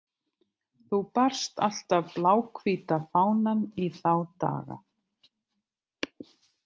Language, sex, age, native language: Icelandic, other, 50-59, Icelandic